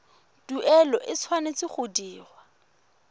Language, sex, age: Tswana, female, 21